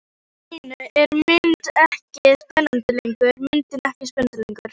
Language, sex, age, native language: Icelandic, female, 11, Icelandic